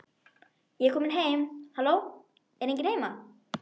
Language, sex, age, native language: Icelandic, female, 12, Icelandic